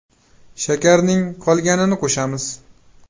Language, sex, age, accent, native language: Uzbek, male, 18-24, Qashqadaryo, Uzbek